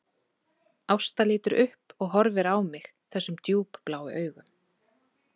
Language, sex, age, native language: Icelandic, female, 30-39, Icelandic